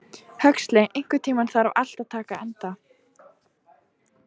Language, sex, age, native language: Icelandic, female, 18-19, Icelandic